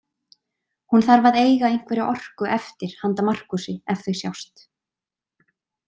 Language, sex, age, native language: Icelandic, female, 20-29, Icelandic